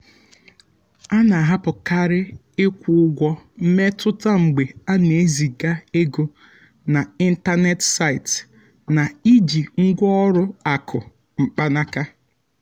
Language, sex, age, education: Igbo, male, 15-29, tertiary